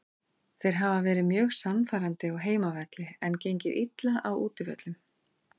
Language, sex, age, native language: Icelandic, female, 40-49, Icelandic